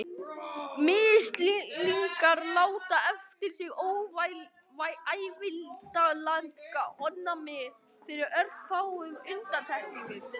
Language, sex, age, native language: Icelandic, male, 12, Icelandic